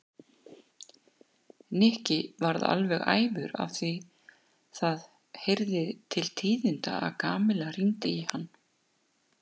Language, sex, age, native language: Icelandic, female, 60-69, Icelandic